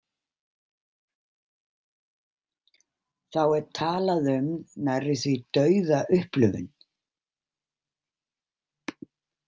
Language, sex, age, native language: Icelandic, female, 50-59, Icelandic